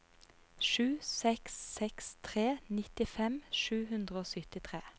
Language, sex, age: Norwegian, female, 30